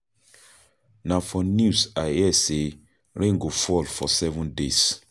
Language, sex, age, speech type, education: Nigerian Pidgin, male, 30-45, spontaneous, tertiary